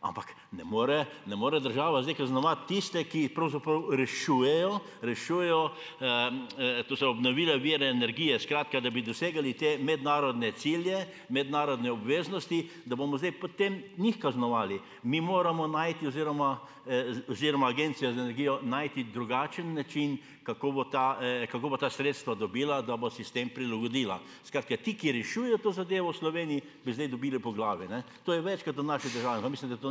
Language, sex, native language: Slovenian, male, Slovenian